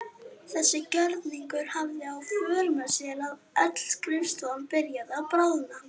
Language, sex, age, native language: Icelandic, female, 40-49, Icelandic